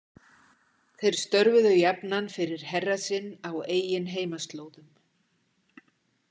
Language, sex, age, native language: Icelandic, female, 60-69, Icelandic